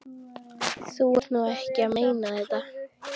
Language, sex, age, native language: Icelandic, female, 12, Icelandic